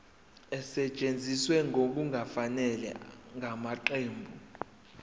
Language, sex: Zulu, male